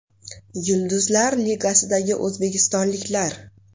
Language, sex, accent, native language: Uzbek, female, Farg'ona, Uzbek